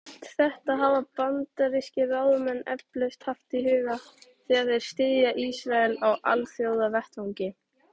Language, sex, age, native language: Icelandic, female, 18-19, Icelandic